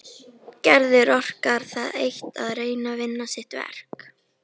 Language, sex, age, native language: Icelandic, female, 13, Icelandic